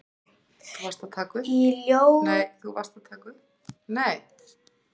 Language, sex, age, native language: Icelandic, female, 8, Icelandic